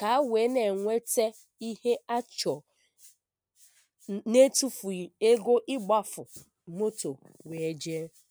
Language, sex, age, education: Igbo, female, 15-29, primary